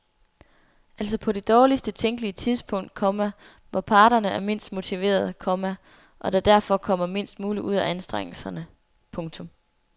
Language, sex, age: Danish, female, 24